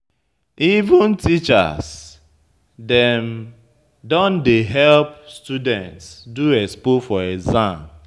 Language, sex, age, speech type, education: Nigerian Pidgin, male, 30-45, spontaneous, tertiary